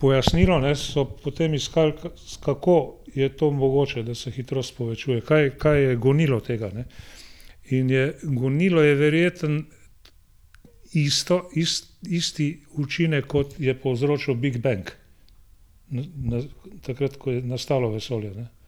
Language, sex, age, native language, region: Slovenian, male, 60+, Slovenian, Gorenjska region